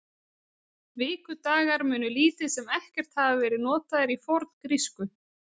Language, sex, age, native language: Icelandic, female, 30-39, Icelandic